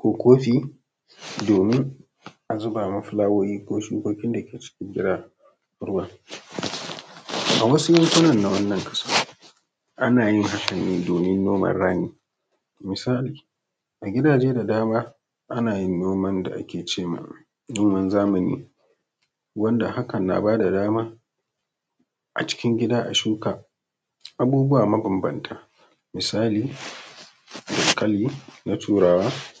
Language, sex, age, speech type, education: Hausa, male, 15-29, spontaneous, tertiary